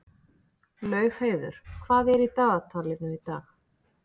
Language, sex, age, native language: Icelandic, female, 40-49, Icelandic